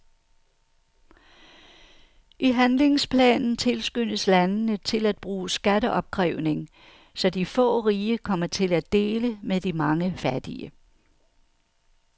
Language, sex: Danish, female